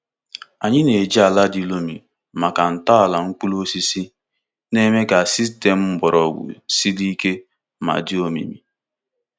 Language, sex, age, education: Igbo, male, 15-29, tertiary